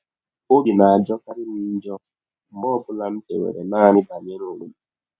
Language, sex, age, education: Igbo, male, 30-45, tertiary